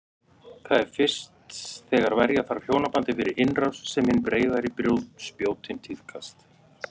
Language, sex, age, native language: Icelandic, female, 40-49, Icelandic